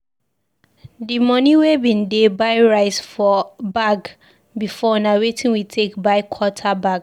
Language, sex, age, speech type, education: Nigerian Pidgin, female, 15-29, read, secondary